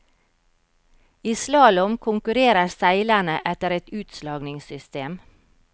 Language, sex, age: Norwegian, female, 52